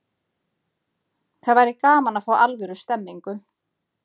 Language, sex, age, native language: Icelandic, female, 30-39, Icelandic